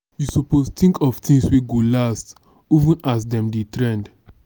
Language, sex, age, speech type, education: Nigerian Pidgin, male, 15-29, spontaneous, tertiary